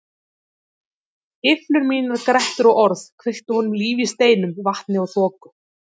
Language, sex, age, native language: Icelandic, female, 30-39, Icelandic